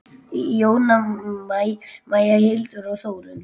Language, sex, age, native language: Icelandic, male, 8, Icelandic